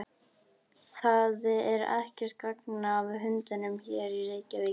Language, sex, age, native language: Icelandic, female, 12, Icelandic